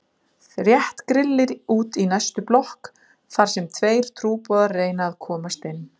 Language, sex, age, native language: Icelandic, female, 40-49, Icelandic